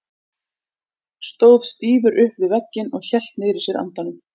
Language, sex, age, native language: Icelandic, female, 40-49, Icelandic